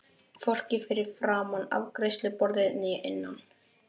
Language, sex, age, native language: Icelandic, male, 12, Icelandic